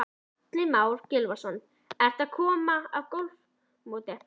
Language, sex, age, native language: Icelandic, female, 11, Icelandic